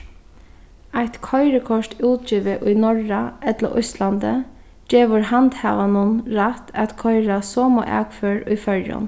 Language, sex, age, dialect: Faroese, female, 15-35, Sandoy